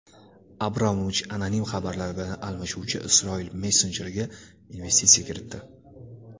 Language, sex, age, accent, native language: Uzbek, male, 18-24, Andijon, Uzbek